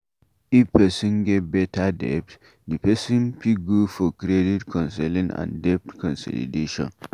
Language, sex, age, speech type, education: Nigerian Pidgin, male, 15-29, read, tertiary